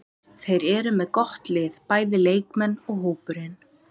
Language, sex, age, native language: Icelandic, female, 20-29, Icelandic